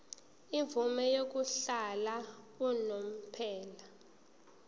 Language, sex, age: Zulu, female, 19